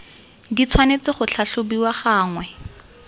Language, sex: Tswana, female